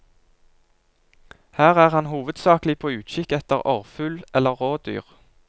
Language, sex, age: Norwegian, male, 22